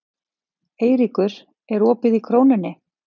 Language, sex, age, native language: Icelandic, female, 40-49, Icelandic